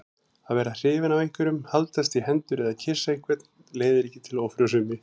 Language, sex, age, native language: Icelandic, male, 40-49, Icelandic